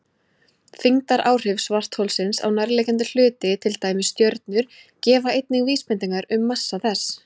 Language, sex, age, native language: Icelandic, female, 20-29, Icelandic